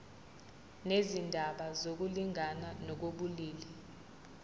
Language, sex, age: Zulu, female, 20